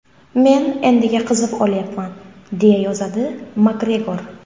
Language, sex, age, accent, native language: Uzbek, female, 19-29, Namangan, Uzbek